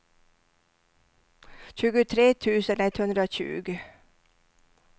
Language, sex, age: Swedish, female, 67